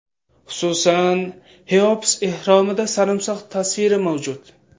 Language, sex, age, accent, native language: Uzbek, male, 18-24, Samarqand, Uzbek